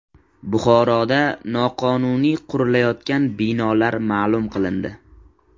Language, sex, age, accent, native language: Uzbek, male, 18-24, Qashqadaryo, Uzbek